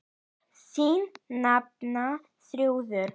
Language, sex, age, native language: Icelandic, female, 10, Icelandic